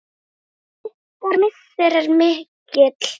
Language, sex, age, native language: Icelandic, female, 10, Icelandic